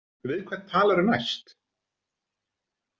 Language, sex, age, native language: Icelandic, male, 40-49, Icelandic